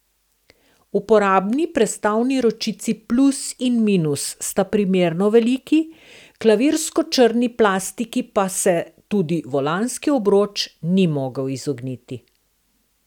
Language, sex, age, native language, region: Slovenian, female, 60+, Slovenian, Southeast Slovenia